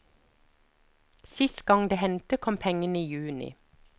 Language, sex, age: Norwegian, female, 49